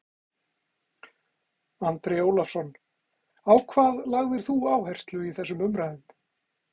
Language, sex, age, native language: Icelandic, male, 40-49, Icelandic